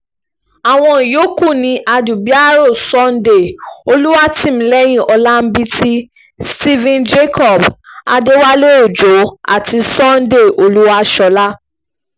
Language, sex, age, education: Yoruba, female, 15-29, tertiary